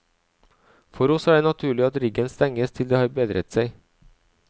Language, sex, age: Norwegian, male, 37